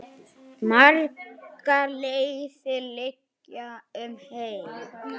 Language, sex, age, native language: Icelandic, male, 9, Icelandic